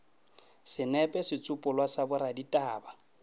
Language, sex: Northern Sotho, male